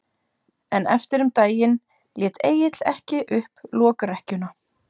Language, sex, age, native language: Icelandic, female, 30-39, Icelandic